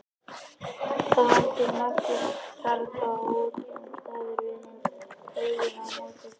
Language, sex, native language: Icelandic, male, Icelandic